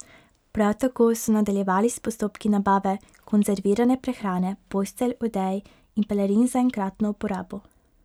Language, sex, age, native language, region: Slovenian, female, 18-29, Slovenian, Pomurje region